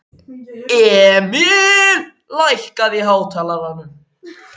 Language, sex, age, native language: Icelandic, male, 14, Icelandic